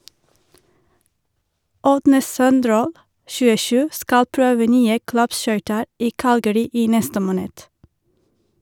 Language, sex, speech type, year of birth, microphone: Norwegian, female, read, 1983, Shure